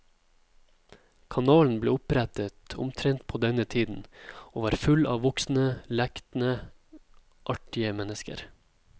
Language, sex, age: Norwegian, male, 27